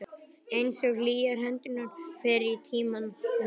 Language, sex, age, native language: Icelandic, male, 11, Icelandic